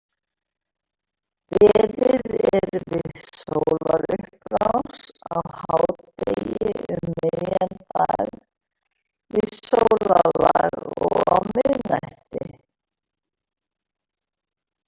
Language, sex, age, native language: Icelandic, female, 60-69, Icelandic